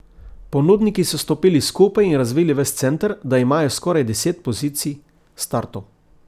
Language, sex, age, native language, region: Slovenian, male, 50-59, Slovenian, Coastal Karst region